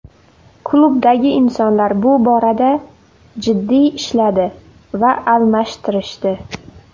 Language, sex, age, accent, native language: Uzbek, female, under 19, Navoiy, Uzbek